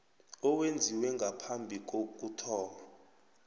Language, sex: South Ndebele, male